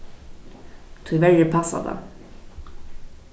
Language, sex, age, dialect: Faroese, female, 15-35, Vágar